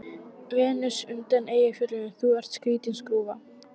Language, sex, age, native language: Icelandic, female, 12, Icelandic